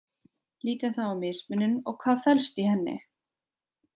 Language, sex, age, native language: Icelandic, female, 20-29, Icelandic